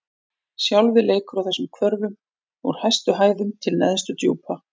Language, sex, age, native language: Icelandic, female, 40-49, Icelandic